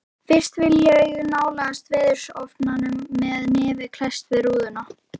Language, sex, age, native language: Icelandic, female, 11, Icelandic